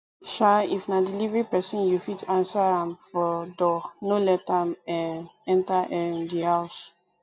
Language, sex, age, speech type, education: Nigerian Pidgin, female, 15-29, spontaneous, tertiary